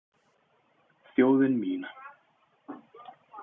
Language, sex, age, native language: Icelandic, male, 30-39, Icelandic